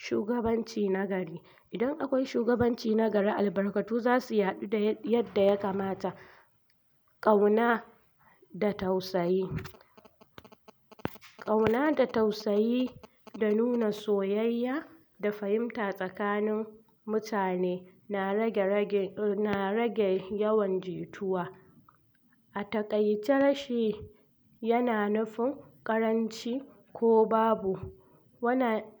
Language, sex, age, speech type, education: Hausa, female, 46-60, spontaneous, tertiary